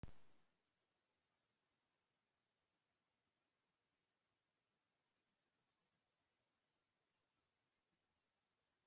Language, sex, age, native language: Icelandic, female, 18-19, Icelandic